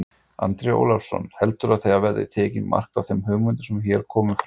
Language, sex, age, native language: Icelandic, male, 40-49, Icelandic